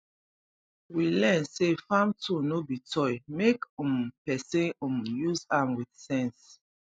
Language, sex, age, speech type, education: Nigerian Pidgin, female, 30-45, spontaneous, tertiary